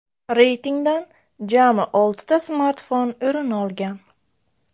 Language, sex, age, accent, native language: Uzbek, female, 25-34, Buxoro, Uzbek